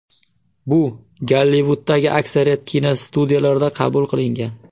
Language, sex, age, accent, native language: Uzbek, male, 18-24, Surxondaryo, Uzbek